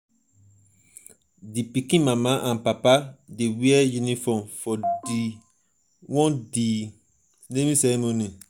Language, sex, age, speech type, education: Nigerian Pidgin, male, 30-45, spontaneous, tertiary